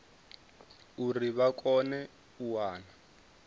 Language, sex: Venda, male